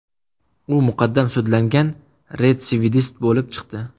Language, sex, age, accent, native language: Uzbek, male, 18-24, Surxondaryo, Uzbek